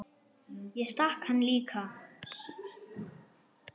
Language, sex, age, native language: Icelandic, female, 8, German